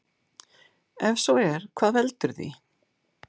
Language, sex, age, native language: Icelandic, female, 60-69, Icelandic